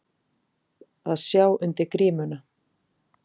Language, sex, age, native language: Icelandic, female, 40-49, Icelandic